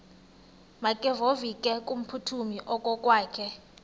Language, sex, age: Xhosa, male, 19